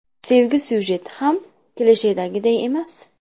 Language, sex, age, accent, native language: Uzbek, female, under 19, Namangan, Uzbek